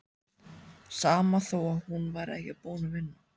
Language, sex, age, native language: Icelandic, male, 14, Icelandic